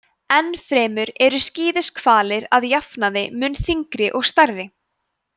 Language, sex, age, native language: Icelandic, female, 20-29, Icelandic